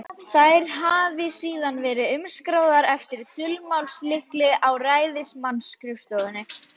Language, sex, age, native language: Icelandic, female, 12, Icelandic